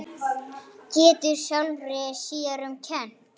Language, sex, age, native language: Icelandic, female, 8, Icelandic